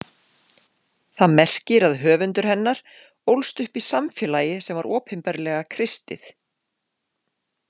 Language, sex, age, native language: Icelandic, female, 40-49, Icelandic